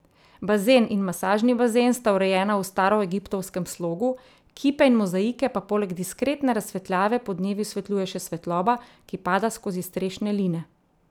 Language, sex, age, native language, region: Slovenian, female, 30-49, Slovenian, Central Slovenia